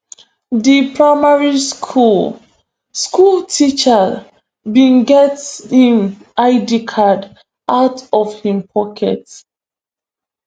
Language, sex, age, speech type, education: Nigerian Pidgin, female, 15-29, spontaneous, tertiary